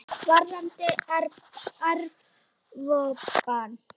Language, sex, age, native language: Icelandic, female, 8, Icelandic